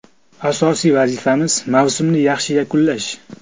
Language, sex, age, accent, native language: Uzbek, male, 35+, Toshkent viloyati, Uzbek